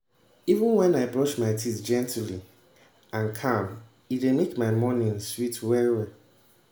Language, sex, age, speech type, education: Nigerian Pidgin, male, 15-29, spontaneous, tertiary